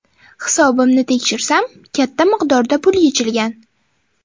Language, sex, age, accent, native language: Uzbek, female, 12-17, Toshkent shahri, Uzbek